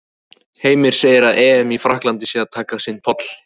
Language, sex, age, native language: Icelandic, male, 18-19, Icelandic